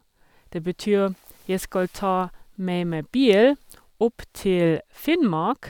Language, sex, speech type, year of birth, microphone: Norwegian, female, spontaneous, 1979, Sennheiser